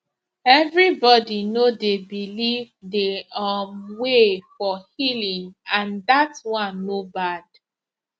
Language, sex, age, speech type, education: Nigerian Pidgin, female, 15-29, spontaneous, tertiary